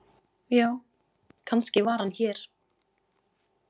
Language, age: Icelandic, 20-29